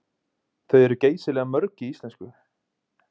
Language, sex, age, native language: Icelandic, male, 20-29, Icelandic